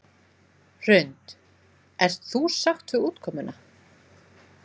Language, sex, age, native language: Icelandic, female, 20-29, Icelandic